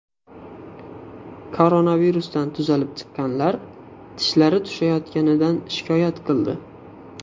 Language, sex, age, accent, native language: Uzbek, male, 18-24, Xorazm, Uzbek